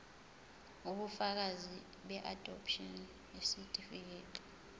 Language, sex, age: Zulu, female, 20